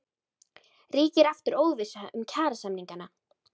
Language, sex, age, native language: Icelandic, female, 13, Icelandic